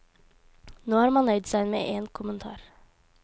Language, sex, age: Norwegian, female, 18